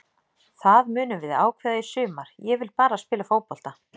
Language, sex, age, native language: Icelandic, female, 30-39, Icelandic